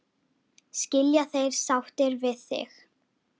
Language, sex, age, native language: Icelandic, female, 10, Icelandic